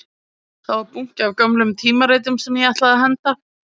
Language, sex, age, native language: Icelandic, female, 20-29, Icelandic